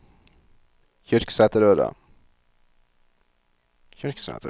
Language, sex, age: Norwegian, male, 38